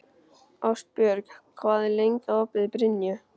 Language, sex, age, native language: Icelandic, male, 12, Icelandic